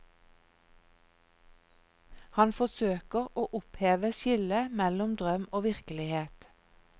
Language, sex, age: Norwegian, female, 46